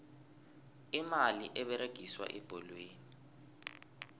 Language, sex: South Ndebele, male